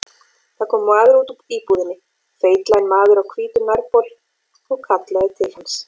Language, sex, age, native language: Icelandic, female, 40-49, Icelandic